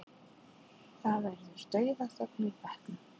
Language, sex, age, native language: Icelandic, female, 40-49, Icelandic